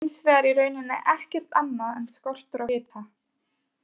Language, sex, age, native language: Icelandic, female, 20-29, Icelandic